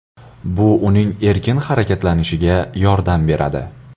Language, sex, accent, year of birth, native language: Uzbek, male, Andijon, 1999, Uzbek